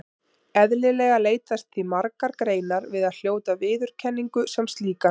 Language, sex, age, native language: Icelandic, female, 30-39, Icelandic